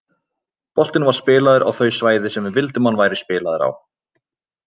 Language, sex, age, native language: Icelandic, male, 20-29, Icelandic